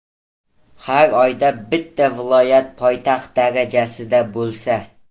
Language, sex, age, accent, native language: Uzbek, male, 18-24, Toshkent viloyati, Uzbek